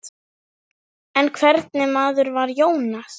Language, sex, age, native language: Icelandic, female, 9, Icelandic